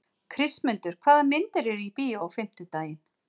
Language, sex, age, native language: Icelandic, female, 40-49, Icelandic